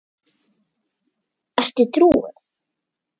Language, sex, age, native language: Icelandic, male, 8, Icelandic